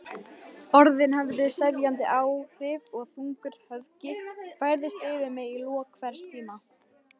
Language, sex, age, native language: Icelandic, female, 18-19, Icelandic